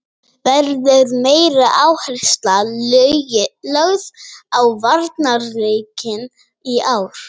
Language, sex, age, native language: Icelandic, female, 18-19, Icelandic